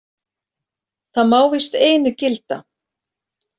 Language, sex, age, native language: Icelandic, female, 40-49, Icelandic